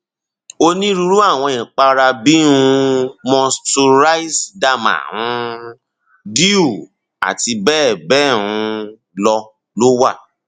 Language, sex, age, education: Yoruba, male, 30-45, tertiary